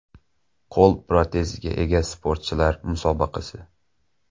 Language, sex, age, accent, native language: Uzbek, male, 19-29, Xorazm, Uzbek